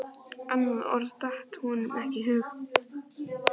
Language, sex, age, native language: Icelandic, male, 11, Icelandic